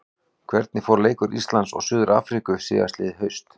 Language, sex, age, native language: Icelandic, male, 40-49, Icelandic